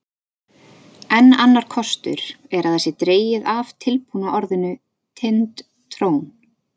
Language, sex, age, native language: Icelandic, female, 30-39, Icelandic